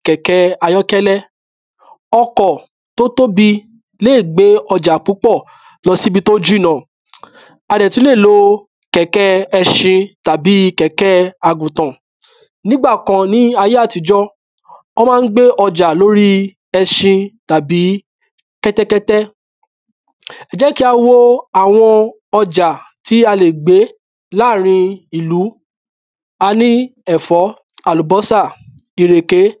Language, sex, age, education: Yoruba, male, 30-45, tertiary